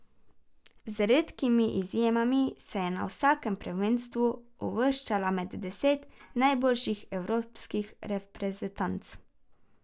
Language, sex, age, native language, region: Slovenian, female, 12-17, Slovenian, Carinthia region